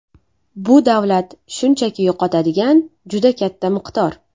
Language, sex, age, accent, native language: Uzbek, female, 18-24, Navoiy, Uzbek